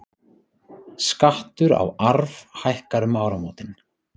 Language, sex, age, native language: Icelandic, male, 30-39, Icelandic